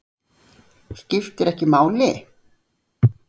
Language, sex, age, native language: Icelandic, female, 60-69, Icelandic